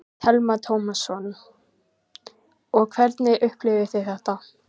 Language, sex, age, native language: Icelandic, female, 14, Icelandic